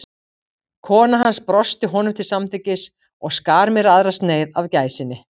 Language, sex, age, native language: Icelandic, female, 50-59, Icelandic